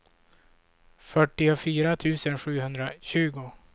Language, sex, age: Swedish, male, 26